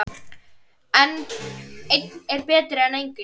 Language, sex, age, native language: Icelandic, female, 10, Icelandic